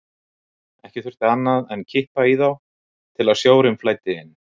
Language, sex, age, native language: Icelandic, male, 60-69, Icelandic